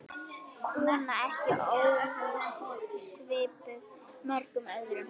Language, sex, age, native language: Icelandic, female, 10, Icelandic